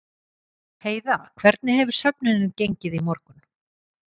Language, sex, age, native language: Icelandic, female, 50-59, Icelandic